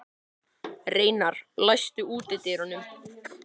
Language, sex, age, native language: Icelandic, male, 13, Icelandic